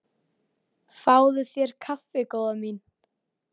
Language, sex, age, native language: Icelandic, male, 10, Icelandic